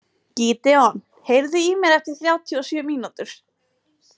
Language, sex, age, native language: Icelandic, female, 50-59, Icelandic